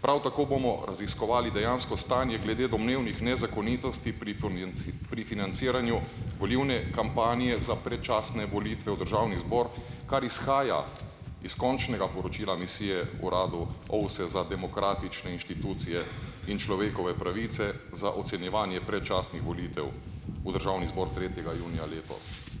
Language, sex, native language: Slovenian, male, Slovenian